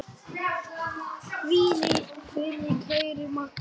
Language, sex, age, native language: Icelandic, male, 7, Icelandic